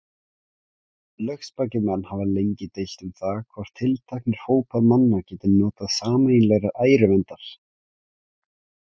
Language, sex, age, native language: Icelandic, male, 17, Icelandic